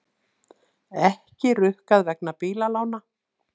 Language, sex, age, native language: Icelandic, female, 60-69, Icelandic